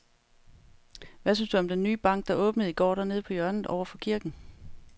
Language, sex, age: Danish, female, 35